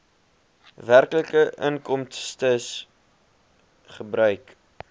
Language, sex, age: Afrikaans, male, 21